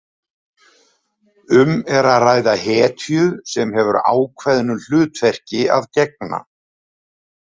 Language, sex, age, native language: Icelandic, male, 70-79, Icelandic